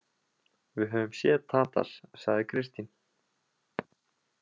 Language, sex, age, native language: Icelandic, male, 20-29, Icelandic